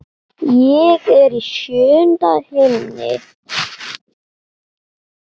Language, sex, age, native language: Icelandic, male, 8, Icelandic